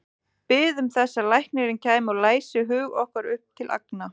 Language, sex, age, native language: Icelandic, female, 30-39, Icelandic